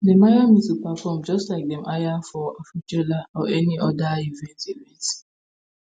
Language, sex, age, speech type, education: Nigerian Pidgin, female, 15-29, spontaneous, tertiary